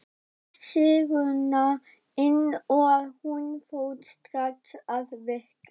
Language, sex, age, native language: Icelandic, female, 12, Icelandic